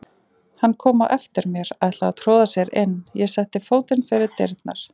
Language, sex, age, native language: Icelandic, female, 40-49, Icelandic